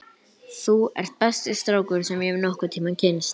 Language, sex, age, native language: Icelandic, male, 11, Icelandic